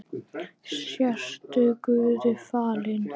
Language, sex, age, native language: Icelandic, male, 10, Icelandic